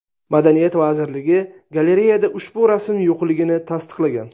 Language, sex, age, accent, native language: Uzbek, male, 19-29, Sirdaryo, Uzbek